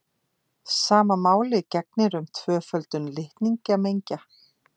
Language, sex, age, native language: Icelandic, female, 50-59, Icelandic